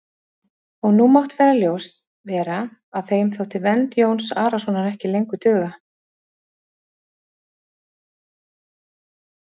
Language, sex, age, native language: Icelandic, female, 40-49, Icelandic